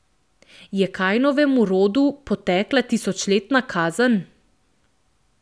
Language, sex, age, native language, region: Slovenian, female, 18-29, Slovenian, Central Slovenia